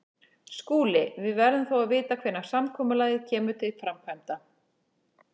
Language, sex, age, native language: Icelandic, female, 40-49, Icelandic